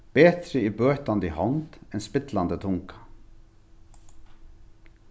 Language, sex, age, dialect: Faroese, male, 36-60, Norðurstreymoy/Eysturoy